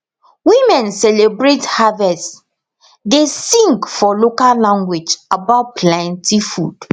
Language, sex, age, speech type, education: Nigerian Pidgin, female, 15-29, spontaneous, tertiary